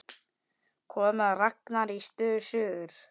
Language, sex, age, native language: Icelandic, male, 10, Icelandic